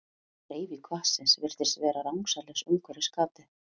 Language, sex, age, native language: Icelandic, female, 30-39, Icelandic